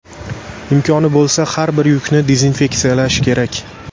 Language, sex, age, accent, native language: Uzbek, male, 18-24, Andijon, Uzbek